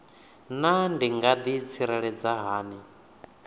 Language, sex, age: Venda, male, 28